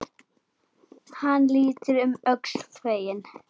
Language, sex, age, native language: Icelandic, female, 9, Icelandic